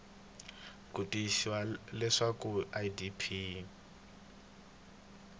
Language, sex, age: Tsonga, male, 22